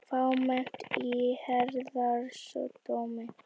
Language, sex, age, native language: Icelandic, female, 18-19, Icelandic